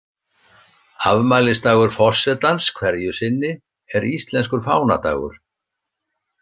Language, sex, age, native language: Icelandic, male, 60-69, Icelandic